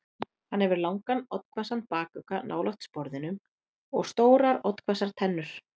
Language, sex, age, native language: Icelandic, female, 30-39, Icelandic